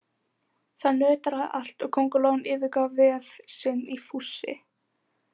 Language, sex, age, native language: Icelandic, female, 18-19, Icelandic